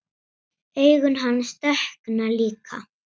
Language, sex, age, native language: Icelandic, female, 7, Icelandic